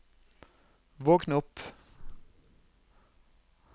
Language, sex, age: Norwegian, male, 32